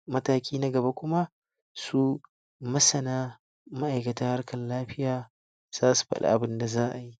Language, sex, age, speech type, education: Hausa, male, 60+, spontaneous, tertiary